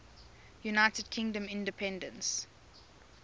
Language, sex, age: English, female, 24